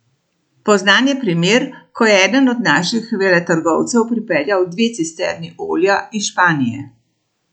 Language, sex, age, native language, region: Slovenian, female, 60+, Slovenian, Central Slovenia